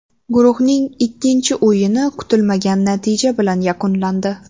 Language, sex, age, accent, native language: Uzbek, female, 18-24, Sirdaryo, Uzbek